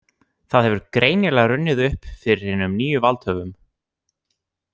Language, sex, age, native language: Icelandic, other, 18-19, Icelandic